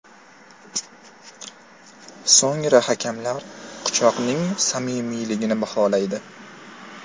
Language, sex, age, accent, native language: Uzbek, male, 18-24, Toshkent shahri, Uzbek